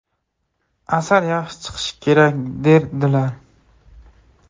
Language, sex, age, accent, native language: Uzbek, male, 18-24, Andijon, Uzbek